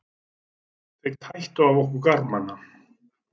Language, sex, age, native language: Icelandic, male, 40-49, Icelandic